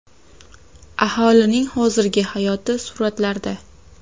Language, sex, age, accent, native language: Uzbek, female, 18-24, Xorazm, Uzbek